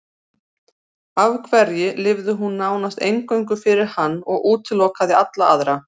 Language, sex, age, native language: Icelandic, female, 40-49, Icelandic